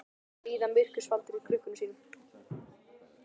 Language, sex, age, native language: Icelandic, male, 12, Icelandic